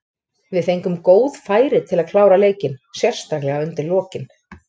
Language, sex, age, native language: Icelandic, female, 30-39, Icelandic